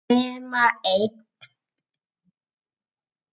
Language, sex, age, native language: Icelandic, female, 8, Icelandic